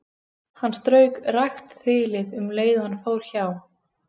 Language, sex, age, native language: Icelandic, female, 15, Icelandic